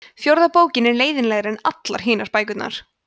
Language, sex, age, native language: Icelandic, female, 20-29, Icelandic